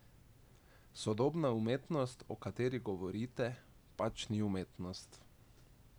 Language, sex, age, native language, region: Slovenian, male, 18-29, Slovenian, Drava region